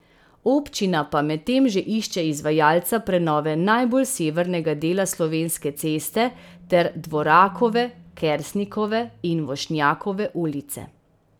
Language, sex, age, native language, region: Slovenian, female, 30-49, Slovenian, Central Slovenia